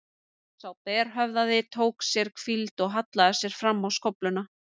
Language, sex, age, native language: Icelandic, female, 30-39, Icelandic